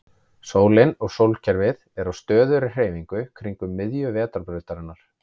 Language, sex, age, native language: Icelandic, male, 30-39, Icelandic